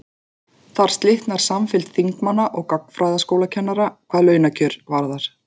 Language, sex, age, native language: Icelandic, female, 40-49, Icelandic